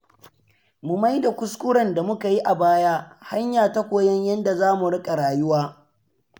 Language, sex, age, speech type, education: Hausa, male, 15-29, read, secondary